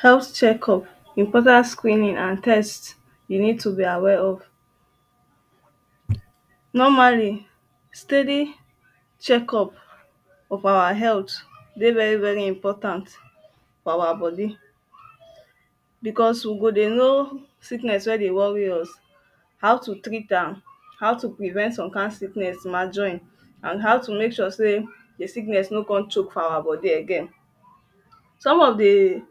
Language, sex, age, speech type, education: Nigerian Pidgin, female, 15-29, spontaneous, tertiary